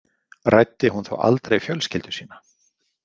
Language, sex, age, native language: Icelandic, male, 50-59, Icelandic